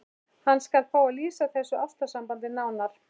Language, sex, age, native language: Icelandic, male, 11, Icelandic